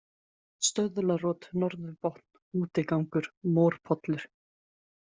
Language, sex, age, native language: Icelandic, female, 20-29, Icelandic